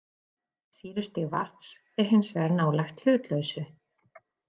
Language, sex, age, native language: Icelandic, female, 40-49, Icelandic